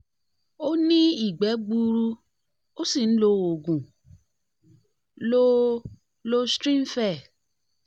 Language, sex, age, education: Yoruba, female, 30-45, tertiary